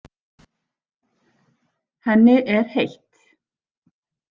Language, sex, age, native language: Icelandic, female, 40-49, Icelandic